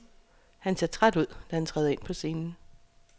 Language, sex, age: Danish, female, 36